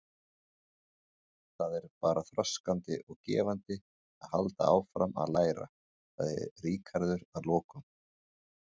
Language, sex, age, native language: Icelandic, male, 40-49, Icelandic